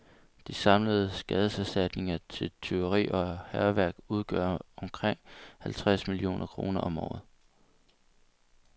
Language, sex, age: Danish, male, 22